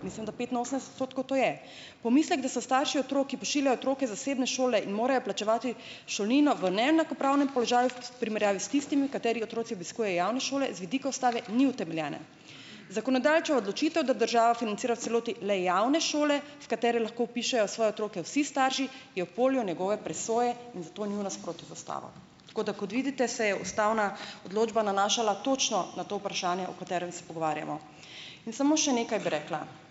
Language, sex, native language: Slovenian, female, Slovenian